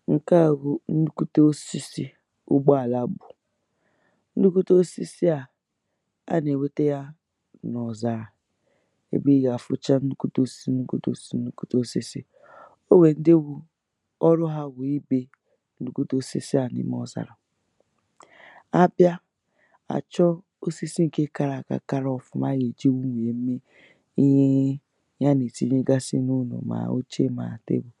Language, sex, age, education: Igbo, female, 15-29, tertiary